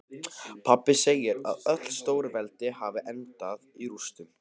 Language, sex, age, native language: Icelandic, male, 15, Icelandic